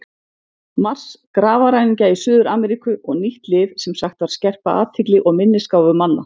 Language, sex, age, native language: Icelandic, female, 50-59, Icelandic